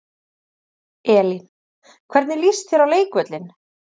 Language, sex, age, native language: Icelandic, female, 30-39, Icelandic